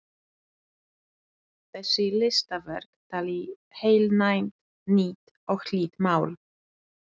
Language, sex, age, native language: Icelandic, female, 30-39, Polish